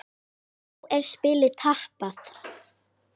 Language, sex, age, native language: Icelandic, female, 10, Icelandic